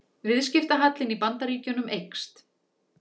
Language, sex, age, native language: Icelandic, female, 40-49, Icelandic